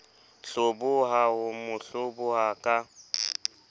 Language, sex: Southern Sotho, male